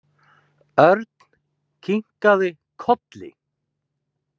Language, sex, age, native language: Icelandic, male, 20-29, Icelandic